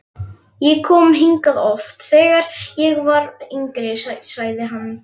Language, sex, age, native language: Icelandic, female, 11, Icelandic